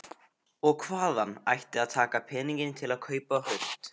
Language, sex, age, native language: Icelandic, male, 15, Icelandic